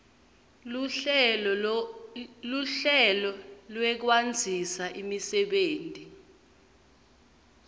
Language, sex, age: Swati, female, 22